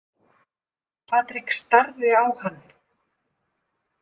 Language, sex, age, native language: Icelandic, female, 50-59, Icelandic